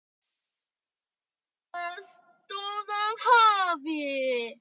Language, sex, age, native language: Icelandic, male, 9, Icelandic